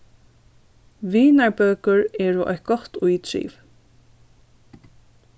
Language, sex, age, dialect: Faroese, female, 15-35, Norðurstreymoy/Eysturoy